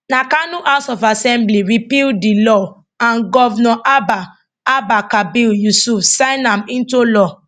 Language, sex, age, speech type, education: Nigerian Pidgin, female, 30-45, spontaneous, tertiary